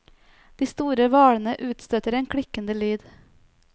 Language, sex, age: Norwegian, female, 29